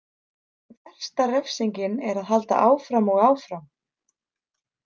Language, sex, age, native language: Icelandic, female, 30-39, Icelandic